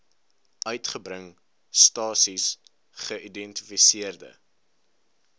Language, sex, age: Afrikaans, male, 19